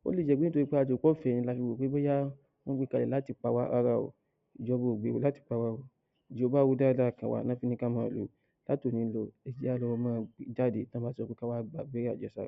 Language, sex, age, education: Yoruba, male, 30-45, tertiary